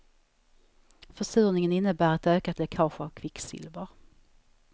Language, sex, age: Swedish, female, 34